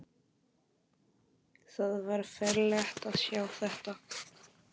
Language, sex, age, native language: Icelandic, male, 11, Polish